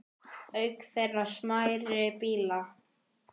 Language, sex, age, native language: Icelandic, male, 10, Icelandic